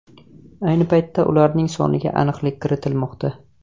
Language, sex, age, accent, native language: Uzbek, male, 18-24, Jizzax, Uzbek